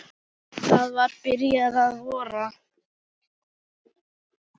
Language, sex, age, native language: Icelandic, female, 9, Icelandic